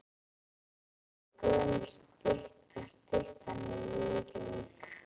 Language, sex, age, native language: Icelandic, female, 11, Icelandic